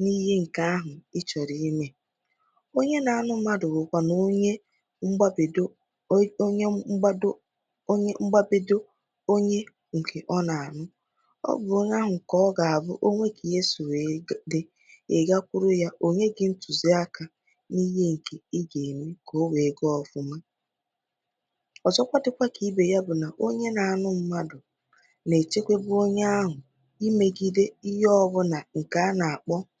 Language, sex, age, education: Igbo, female, 15-29, secondary